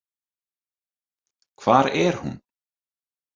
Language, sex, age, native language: Icelandic, male, 30-39, Icelandic